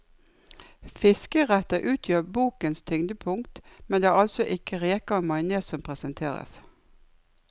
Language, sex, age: Norwegian, female, 56